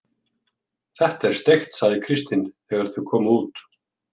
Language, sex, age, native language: Icelandic, male, 50-59, Icelandic